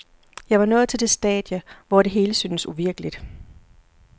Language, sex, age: Danish, female, 40